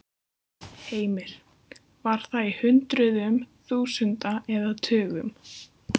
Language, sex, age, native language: Icelandic, female, 15, Icelandic